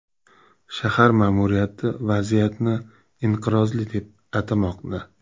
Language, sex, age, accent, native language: Uzbek, male, 25-34, Namangan, Uzbek